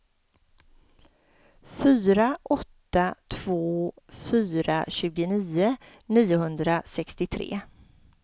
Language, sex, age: Swedish, female, 50